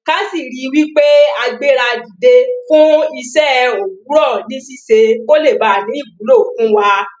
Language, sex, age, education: Yoruba, female, 30-45, primary